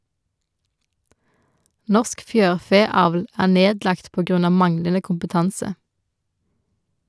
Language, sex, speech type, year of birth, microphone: Norwegian, female, read, 1990, Shure